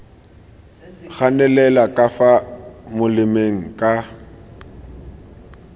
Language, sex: Tswana, male